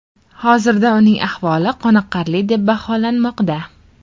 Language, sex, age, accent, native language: Uzbek, female, 12-17, Farg'ona, Uzbek